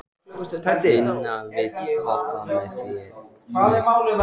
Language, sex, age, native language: Icelandic, male, 14, Icelandic